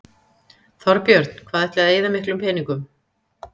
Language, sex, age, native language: Icelandic, female, 50-59, Icelandic